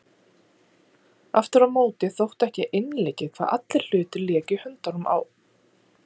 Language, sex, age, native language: Icelandic, female, 40-49, Icelandic